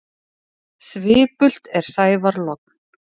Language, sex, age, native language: Icelandic, female, 40-49, Icelandic